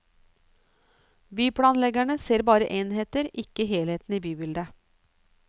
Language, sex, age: Norwegian, female, 49